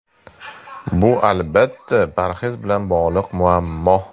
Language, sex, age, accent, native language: Uzbek, male, 35+, Farg'ona, Uzbek